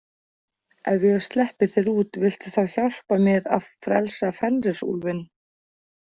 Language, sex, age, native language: Icelandic, female, 40-49, Icelandic